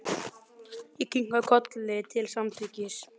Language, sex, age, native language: Icelandic, male, 20-29, Icelandic